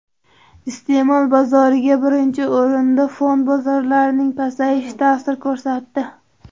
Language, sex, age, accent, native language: Uzbek, male, 18-24, Andijon, Uzbek